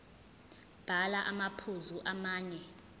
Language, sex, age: Zulu, female, 20